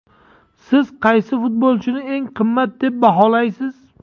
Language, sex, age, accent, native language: Uzbek, male, 35+, Jizzax, Uzbek